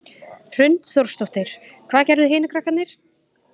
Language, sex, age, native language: Icelandic, female, 20-29, Icelandic